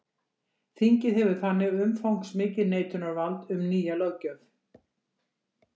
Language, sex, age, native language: Icelandic, female, 60-69, Icelandic